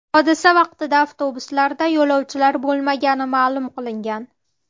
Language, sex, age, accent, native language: Uzbek, female, 18-24, Farg'ona, Uzbek